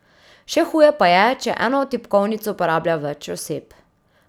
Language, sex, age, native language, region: Slovenian, female, 30-49, Slovenian, Drava region